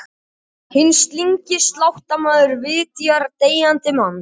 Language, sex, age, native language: Icelandic, male, 18-19, Icelandic